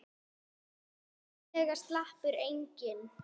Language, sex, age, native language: Icelandic, female, 8, Icelandic